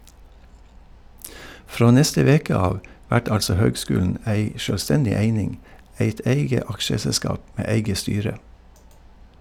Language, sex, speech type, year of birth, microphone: Norwegian, male, read, 1952, Shure